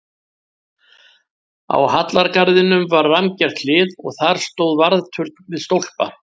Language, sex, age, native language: Icelandic, male, 60-69, Icelandic